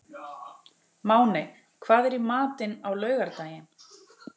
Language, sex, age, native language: Icelandic, female, 12, Icelandic